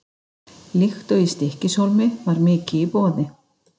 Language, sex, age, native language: Icelandic, female, 50-59, Icelandic